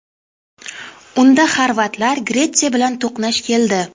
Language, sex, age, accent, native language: Uzbek, female, 25-34, Toshkent viloyati, Uzbek